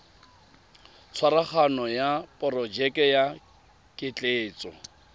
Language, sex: Tswana, male